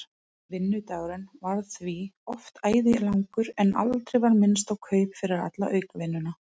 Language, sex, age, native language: Icelandic, female, 30-39, Icelandic